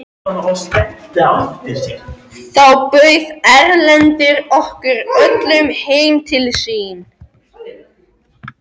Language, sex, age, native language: Icelandic, other, 13, Icelandic